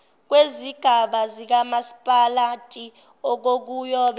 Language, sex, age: Zulu, female, 17